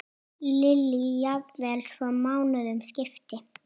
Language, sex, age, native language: Icelandic, female, 8, Icelandic